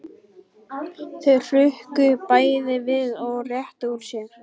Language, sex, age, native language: Icelandic, male, 12, Icelandic